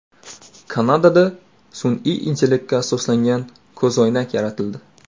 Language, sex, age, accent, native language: Uzbek, male, 18-24, Navoiy, Uzbek